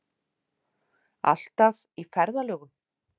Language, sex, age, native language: Icelandic, female, 50-59, Icelandic